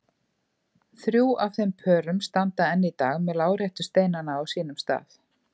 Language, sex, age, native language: Icelandic, female, 50-59, Icelandic